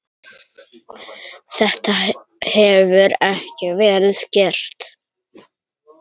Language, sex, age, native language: Icelandic, male, 9, Icelandic